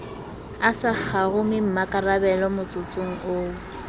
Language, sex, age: Southern Sotho, female, 22